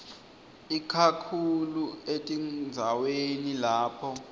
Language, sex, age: Swati, male, 20